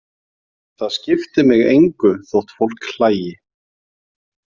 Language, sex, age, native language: Icelandic, male, 40-49, Icelandic